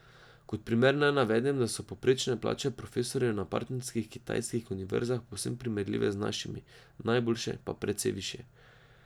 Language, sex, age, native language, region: Slovenian, male, 18-29, Slovenian, Drava region